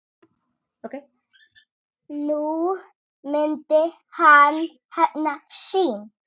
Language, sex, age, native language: Icelandic, male, 7, Icelandic